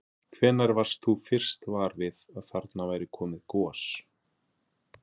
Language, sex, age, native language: Icelandic, male, 40-49, Icelandic